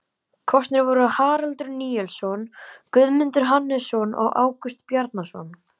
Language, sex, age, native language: Icelandic, male, 11, Icelandic